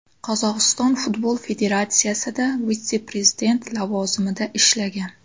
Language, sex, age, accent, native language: Uzbek, female, 19-29, Xorazm, Uzbek